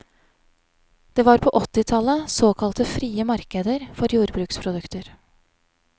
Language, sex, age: Norwegian, female, 31